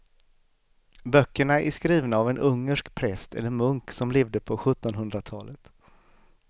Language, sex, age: Swedish, male, 38